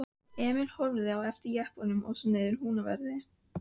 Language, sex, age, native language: Icelandic, female, 15, Icelandic